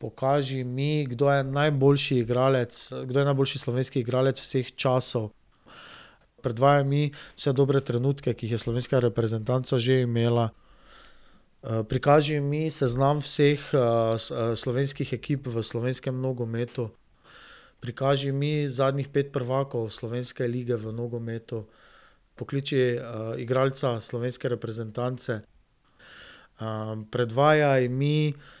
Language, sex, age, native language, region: Slovenian, male, 30-49, Slovenian, Drava region